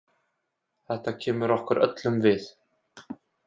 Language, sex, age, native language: Icelandic, male, 20-29, Icelandic